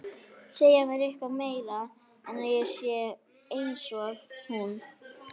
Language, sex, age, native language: Icelandic, female, 11, Icelandic